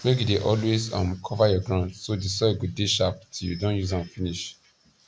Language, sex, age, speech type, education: Nigerian Pidgin, male, 15-29, spontaneous, secondary